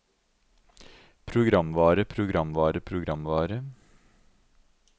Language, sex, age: Norwegian, male, 52